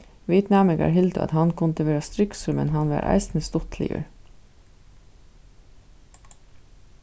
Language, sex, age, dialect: Faroese, female, 36-60, Suðuroy